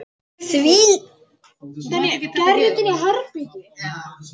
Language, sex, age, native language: Icelandic, male, 8, Icelandic